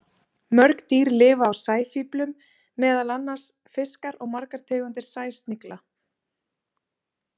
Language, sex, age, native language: Icelandic, female, 30-39, Icelandic